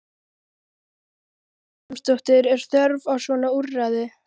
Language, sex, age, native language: Icelandic, female, 13, Icelandic